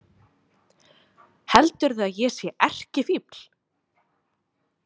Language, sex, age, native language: Icelandic, female, 20-29, Icelandic